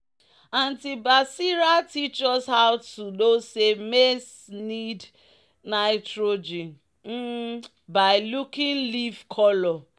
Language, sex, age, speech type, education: Nigerian Pidgin, female, 30-45, spontaneous, tertiary